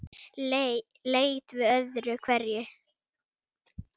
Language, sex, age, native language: Icelandic, female, 9, Icelandic